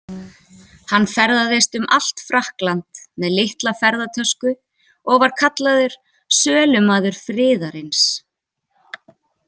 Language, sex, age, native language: Icelandic, female, 20-29, Icelandic